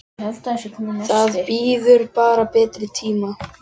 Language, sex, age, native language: Icelandic, male, 10, Icelandic